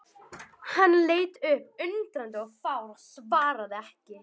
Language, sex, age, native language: Icelandic, female, 11, Icelandic